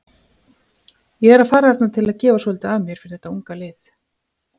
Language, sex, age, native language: Icelandic, female, 50-59, Icelandic